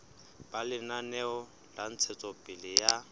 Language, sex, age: Southern Sotho, male, 23